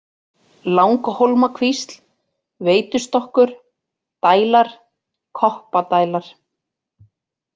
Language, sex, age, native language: Icelandic, female, 40-49, Icelandic